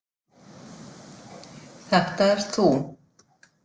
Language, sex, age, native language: Icelandic, female, 50-59, Icelandic